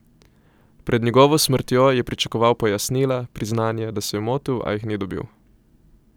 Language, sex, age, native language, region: Slovenian, male, 18-29, Slovenian, Coastal Karst region